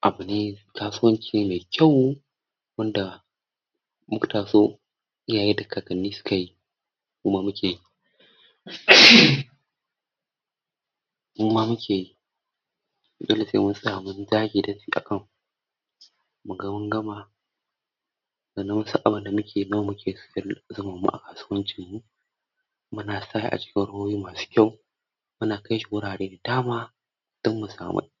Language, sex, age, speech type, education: Hausa, male, 46-60, spontaneous, tertiary